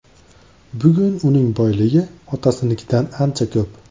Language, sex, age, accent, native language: Uzbek, male, 25-34, Andijon, Uzbek